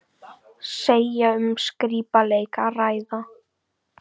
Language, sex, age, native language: Icelandic, female, 50-59, Icelandic